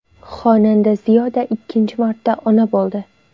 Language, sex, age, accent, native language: Uzbek, female, 19-29, Andijon, Uzbek